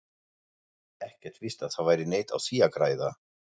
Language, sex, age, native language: Icelandic, male, 40-49, German